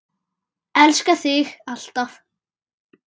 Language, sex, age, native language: Icelandic, male, 9, Icelandic